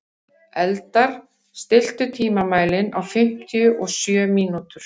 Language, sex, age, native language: Icelandic, female, 50-59, Icelandic